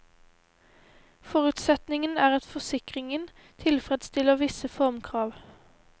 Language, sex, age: Norwegian, female, 18